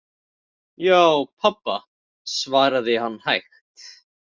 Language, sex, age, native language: Icelandic, male, 18-19, Icelandic